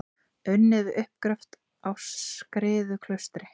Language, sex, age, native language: Icelandic, female, 20-29, Icelandic